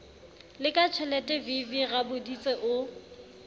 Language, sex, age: Southern Sotho, female, 35